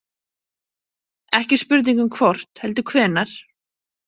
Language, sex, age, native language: Icelandic, female, 30-39, Icelandic